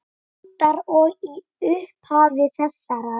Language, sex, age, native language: Icelandic, female, 18-19, Icelandic